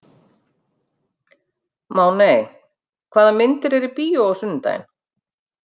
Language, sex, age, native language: Icelandic, female, 50-59, Icelandic